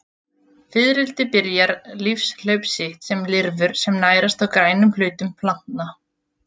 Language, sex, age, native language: Icelandic, female, 20-29, Icelandic